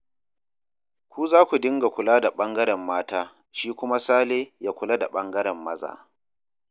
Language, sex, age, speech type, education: Hausa, male, 30-45, read, tertiary